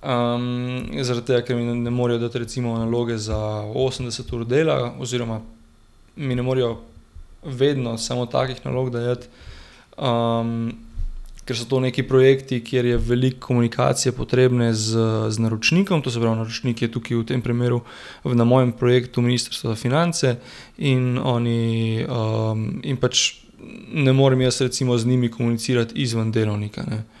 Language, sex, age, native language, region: Slovenian, male, 18-29, Slovenian, Gorenjska region